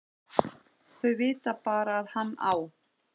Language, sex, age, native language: Icelandic, male, 11, Icelandic